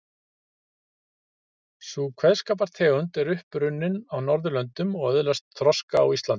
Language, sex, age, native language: Icelandic, male, 50-59, Icelandic